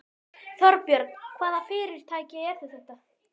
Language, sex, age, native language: Icelandic, female, 12, Icelandic